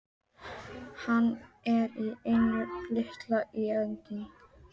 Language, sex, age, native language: Icelandic, female, 12, Icelandic